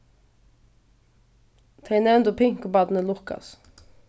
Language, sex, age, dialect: Faroese, female, 15-35, Vágar